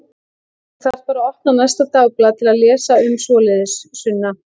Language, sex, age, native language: Icelandic, female, 18-19, Icelandic